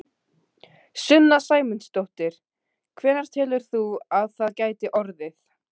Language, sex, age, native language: Icelandic, female, 15, Icelandic